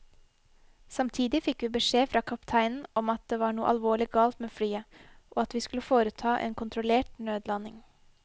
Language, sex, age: Norwegian, female, 21